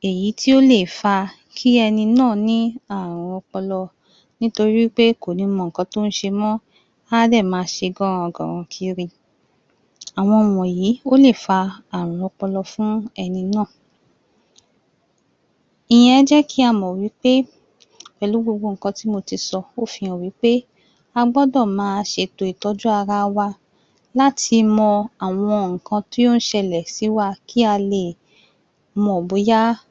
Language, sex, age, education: Yoruba, female, 30-45, tertiary